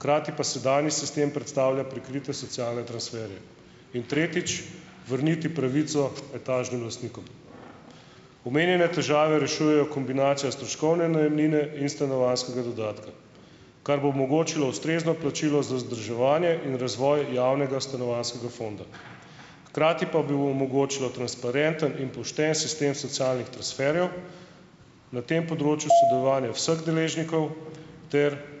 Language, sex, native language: Slovenian, male, Slovenian